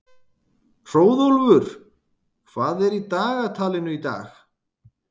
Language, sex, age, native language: Icelandic, male, 30-39, Icelandic